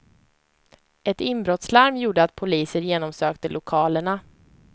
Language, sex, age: Swedish, female, 25